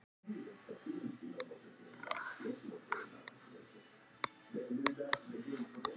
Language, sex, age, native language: Icelandic, male, 50-59, Icelandic